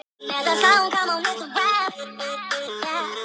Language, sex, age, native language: Icelandic, other, 18-19, Icelandic